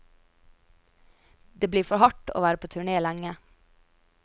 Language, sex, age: Norwegian, female, 22